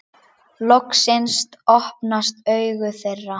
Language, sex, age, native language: Icelandic, male, 10, Icelandic